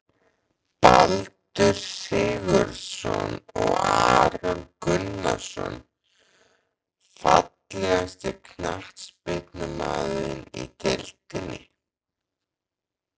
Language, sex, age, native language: Icelandic, male, 14, Icelandic